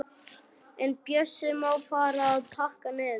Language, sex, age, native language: Icelandic, male, 11, Icelandic